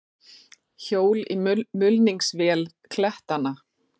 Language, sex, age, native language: Icelandic, female, 40-49, Icelandic